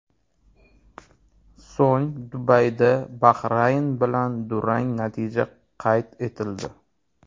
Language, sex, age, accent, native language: Uzbek, male, 30-39, Toshkent shahri, Uzbek